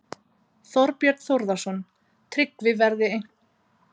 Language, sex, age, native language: Icelandic, female, 30-39, Icelandic